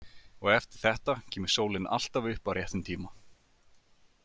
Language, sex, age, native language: Icelandic, male, 30-39, Icelandic